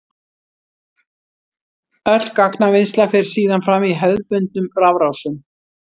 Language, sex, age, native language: Icelandic, female, 60-69, Icelandic